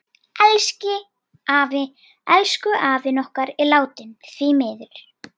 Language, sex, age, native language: Icelandic, female, 10, Icelandic